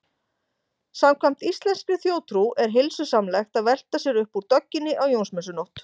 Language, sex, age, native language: Icelandic, female, 40-49, Icelandic